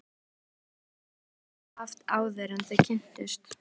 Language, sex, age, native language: Icelandic, female, 12, Icelandic